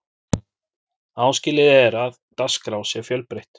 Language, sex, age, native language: Icelandic, male, 40-49, Icelandic